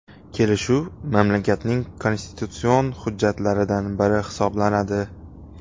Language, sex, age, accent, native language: Uzbek, male, 18-24, Xorazm, Uzbek